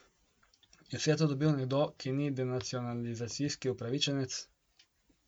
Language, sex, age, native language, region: Slovenian, male, 18-29, Slovenian, Coastal Karst region